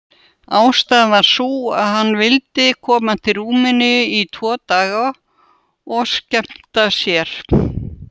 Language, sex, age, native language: Icelandic, female, 70-79, Russian